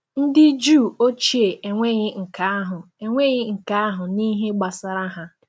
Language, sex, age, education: Igbo, female, 15-29, tertiary